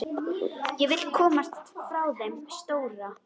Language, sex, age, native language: Icelandic, female, 10, Icelandic